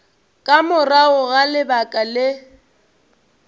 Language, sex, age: Northern Sotho, female, 22